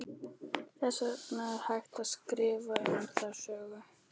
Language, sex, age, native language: Icelandic, female, 11, Icelandic